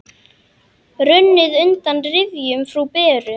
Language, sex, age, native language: Icelandic, male, 10, Icelandic